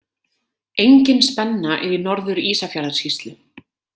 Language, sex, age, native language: Icelandic, female, 30-39, Icelandic